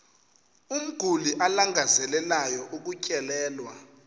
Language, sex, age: Xhosa, male, 33